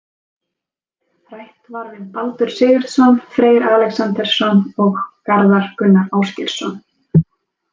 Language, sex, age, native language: Icelandic, female, 20-29, Icelandic